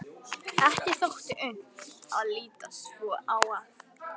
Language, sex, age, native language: Icelandic, female, 11, Icelandic